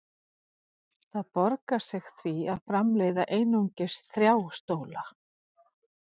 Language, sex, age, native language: Icelandic, female, 40-49, Icelandic